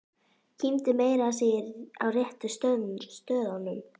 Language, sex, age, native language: Icelandic, female, 11, Icelandic